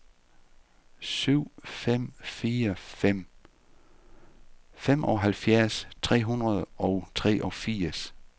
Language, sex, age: Danish, male, 48